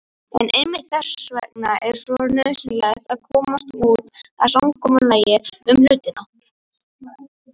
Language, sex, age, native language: Icelandic, male, 18-19, Icelandic